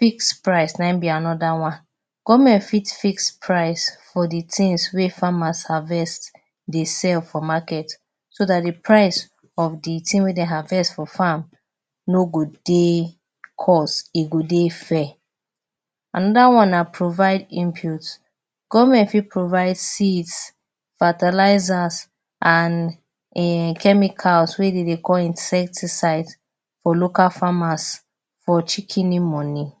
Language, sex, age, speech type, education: Nigerian Pidgin, female, 30-45, spontaneous, tertiary